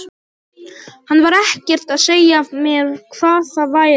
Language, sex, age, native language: Icelandic, other, 18-19, Polish